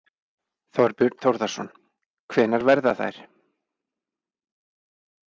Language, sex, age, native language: Icelandic, male, 40-49, Icelandic